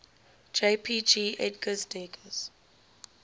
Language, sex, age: English, female, 19